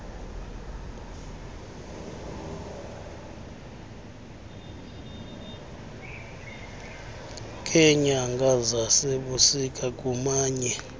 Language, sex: Xhosa, male